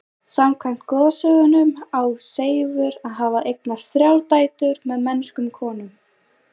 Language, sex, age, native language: Icelandic, female, 20-29, Icelandic